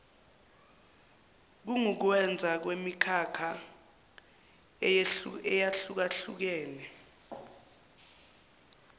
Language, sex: Zulu, male